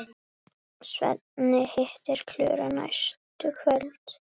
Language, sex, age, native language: Icelandic, female, 8, Icelandic